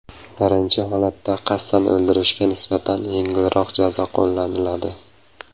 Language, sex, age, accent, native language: Uzbek, male, 25-34, Samarqand, Uzbek